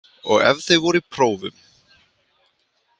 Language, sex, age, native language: Icelandic, female, 18-19, Icelandic